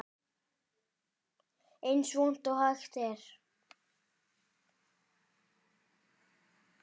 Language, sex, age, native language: Icelandic, male, 18-19, Icelandic